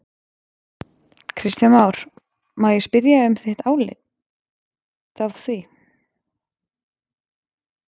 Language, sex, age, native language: Icelandic, female, 20-29, Icelandic